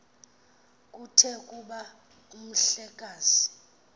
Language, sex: Xhosa, female